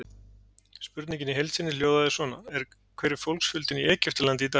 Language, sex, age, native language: Icelandic, male, 40-49, Icelandic